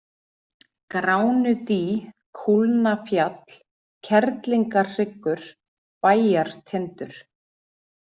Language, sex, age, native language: Icelandic, female, 40-49, Icelandic